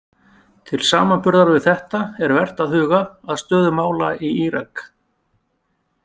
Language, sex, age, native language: Icelandic, male, 50-59, Icelandic